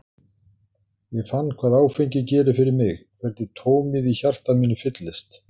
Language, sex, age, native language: Icelandic, male, 60-69, Icelandic